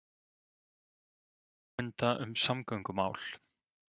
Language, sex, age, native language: Icelandic, male, 30-39, Icelandic